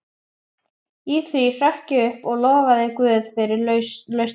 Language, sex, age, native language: Icelandic, female, 11, Icelandic